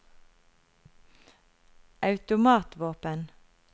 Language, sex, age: Norwegian, female, 33